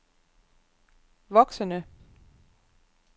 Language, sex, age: Danish, female, 25